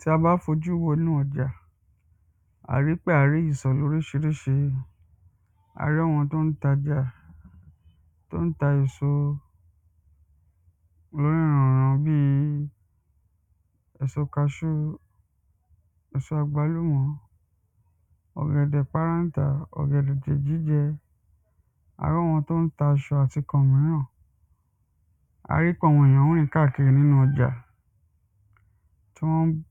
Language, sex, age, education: Yoruba, female, 15-29, primary